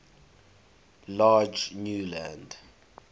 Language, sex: English, male